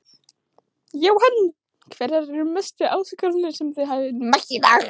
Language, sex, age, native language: Icelandic, male, 16, Icelandic